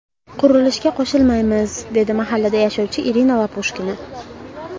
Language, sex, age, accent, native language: Uzbek, female, 18-24, Andijon, Uzbek